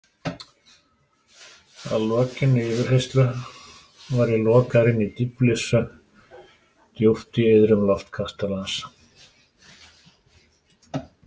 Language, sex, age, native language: Icelandic, male, 60-69, Icelandic